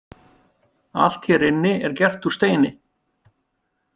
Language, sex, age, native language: Icelandic, male, 50-59, Icelandic